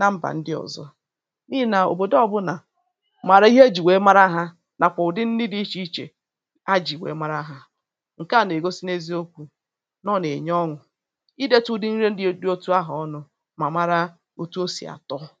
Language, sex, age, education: Igbo, female, 30-45, tertiary